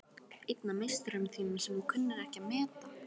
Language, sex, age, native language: Icelandic, female, 12, Icelandic